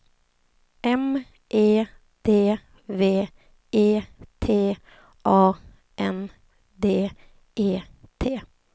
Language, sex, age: Swedish, female, 28